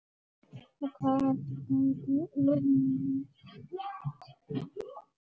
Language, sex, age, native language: Icelandic, female, 7, Icelandic